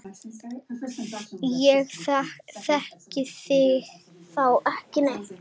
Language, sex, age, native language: Icelandic, female, 10, Icelandic